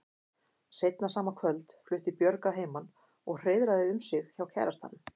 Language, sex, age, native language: Icelandic, female, 50-59, Icelandic